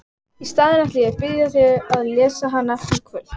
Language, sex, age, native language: Icelandic, female, 18-19, Icelandic